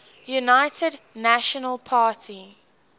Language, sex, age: English, female, 18